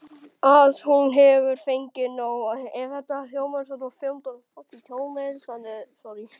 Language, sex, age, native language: Icelandic, male, 10, Icelandic